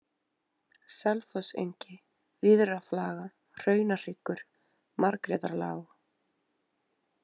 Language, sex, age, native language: Icelandic, female, 20-29, Icelandic